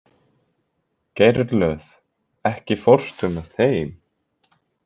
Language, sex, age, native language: Icelandic, male, 20-29, Icelandic